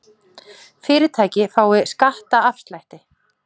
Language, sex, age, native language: Icelandic, female, 40-49, Icelandic